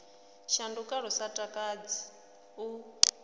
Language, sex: Venda, female